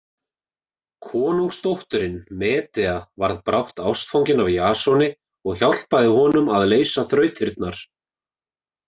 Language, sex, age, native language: Icelandic, male, 20-29, Icelandic